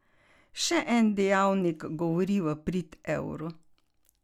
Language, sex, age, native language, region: Slovenian, female, 60+, Slovenian, Carinthia region